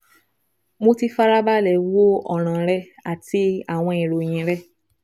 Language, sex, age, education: Yoruba, female, 15-29, tertiary